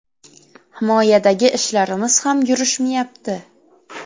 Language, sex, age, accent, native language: Uzbek, female, 12-17, Samarqand, Uzbek